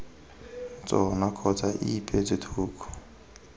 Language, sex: Tswana, male